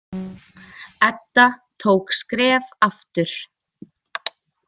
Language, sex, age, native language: Icelandic, female, 20-29, Icelandic